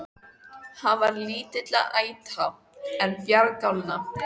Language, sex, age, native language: Icelandic, female, 14, Icelandic